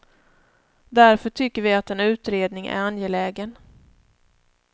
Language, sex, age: Swedish, female, 31